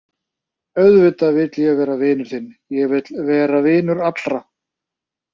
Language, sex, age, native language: Icelandic, male, 30-39, Icelandic